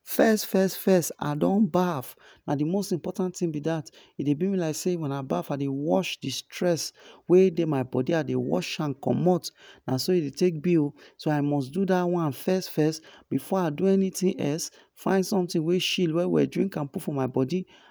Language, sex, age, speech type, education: Nigerian Pidgin, male, 15-29, spontaneous, tertiary